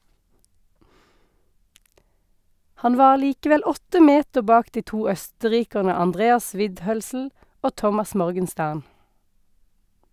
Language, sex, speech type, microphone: Norwegian, female, read, Sennheiser